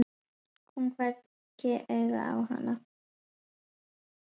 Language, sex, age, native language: Icelandic, female, 10, Icelandic